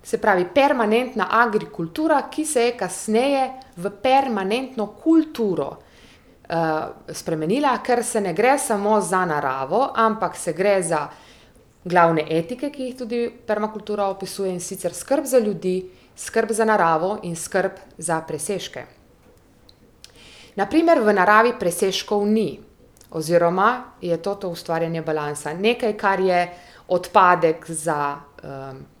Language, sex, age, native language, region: Slovenian, female, 30-49, Slovenian, Primorsko-notranjska region